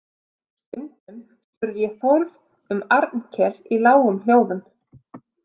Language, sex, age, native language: Icelandic, female, 30-39, Icelandic